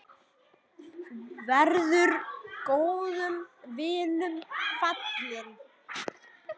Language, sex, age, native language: Icelandic, male, 10, Icelandic